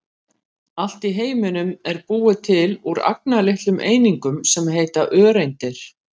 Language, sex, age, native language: Icelandic, female, 50-59, Icelandic